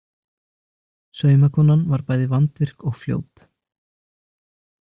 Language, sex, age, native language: Icelandic, male, 20-29, Icelandic